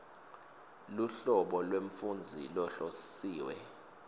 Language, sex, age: Swati, male, 22